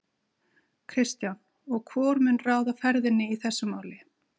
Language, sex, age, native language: Icelandic, female, 50-59, Icelandic